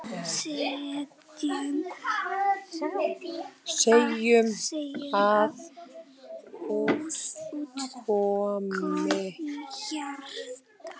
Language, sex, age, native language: Icelandic, male, 7, Icelandic